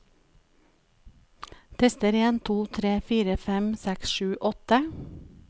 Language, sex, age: Norwegian, female, 37